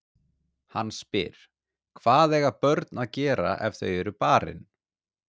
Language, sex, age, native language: Icelandic, male, 40-49, Icelandic